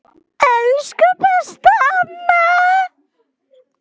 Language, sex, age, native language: Icelandic, male, 10, Icelandic